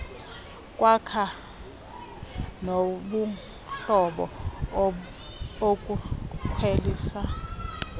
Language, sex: Xhosa, female